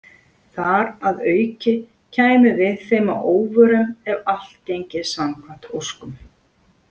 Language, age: Icelandic, 40-49